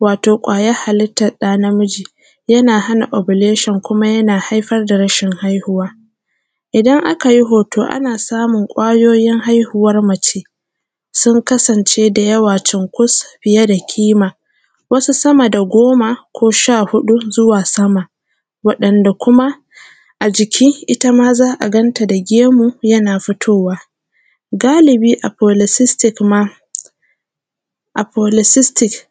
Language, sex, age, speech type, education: Hausa, female, 15-29, spontaneous, primary